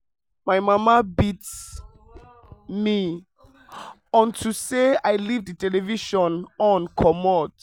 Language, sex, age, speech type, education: Nigerian Pidgin, male, 15-29, spontaneous, tertiary